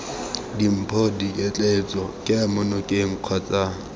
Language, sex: Tswana, male